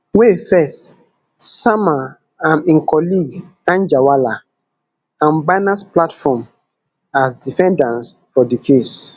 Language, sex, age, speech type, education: Nigerian Pidgin, male, 15-29, spontaneous, tertiary